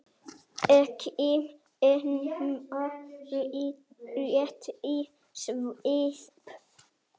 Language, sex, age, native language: Icelandic, male, 9, Icelandic